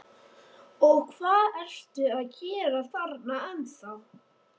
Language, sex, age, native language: Icelandic, male, 13, Icelandic